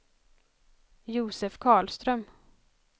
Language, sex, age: Swedish, female, 20